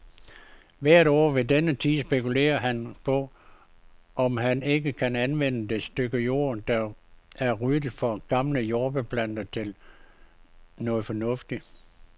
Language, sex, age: Danish, male, 52